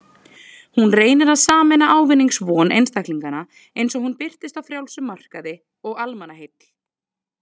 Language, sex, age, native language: Icelandic, female, 20-29, Icelandic